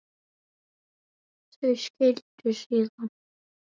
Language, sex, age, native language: Icelandic, male, 9, Icelandic